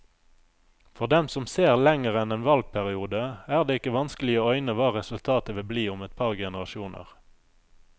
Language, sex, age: Norwegian, male, 27